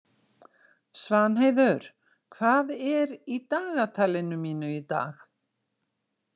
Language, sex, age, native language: Icelandic, female, 60-69, Icelandic